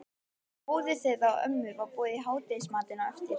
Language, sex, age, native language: Icelandic, female, 12, Icelandic